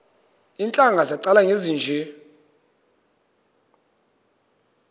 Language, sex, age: Xhosa, male, 22